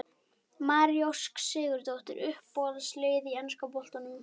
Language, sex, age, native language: Icelandic, male, 12, Icelandic